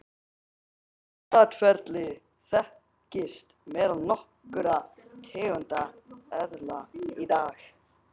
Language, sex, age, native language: Icelandic, male, 18-19, Icelandic